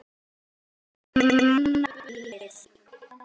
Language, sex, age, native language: Icelandic, male, 18-19, Icelandic